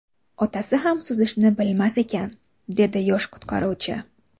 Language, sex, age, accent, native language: Uzbek, female, 25-34, Samarqand, Uzbek